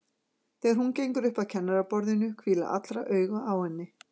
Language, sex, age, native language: Icelandic, female, 40-49, Icelandic